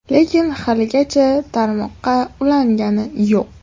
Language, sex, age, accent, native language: Uzbek, female, 12-17, Toshkent shahri, Uzbek